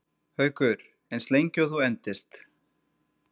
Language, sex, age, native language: Icelandic, male, 30-39, Icelandic